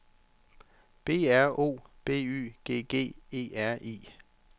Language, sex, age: Danish, male, 34